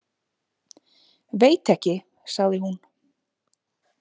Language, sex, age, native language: Icelandic, female, 40-49, Icelandic